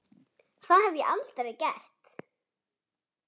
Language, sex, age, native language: Icelandic, male, 8, Icelandic